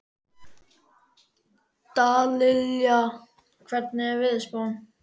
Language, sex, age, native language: Icelandic, male, 13, Icelandic